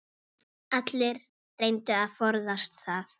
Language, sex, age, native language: Icelandic, female, 8, Icelandic